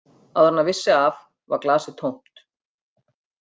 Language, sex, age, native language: Icelandic, female, 50-59, Icelandic